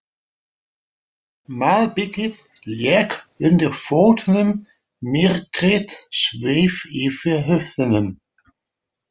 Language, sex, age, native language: Icelandic, male, 40-49, Dutch